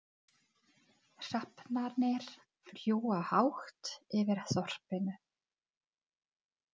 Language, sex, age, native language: Icelandic, female, 40-49, Czech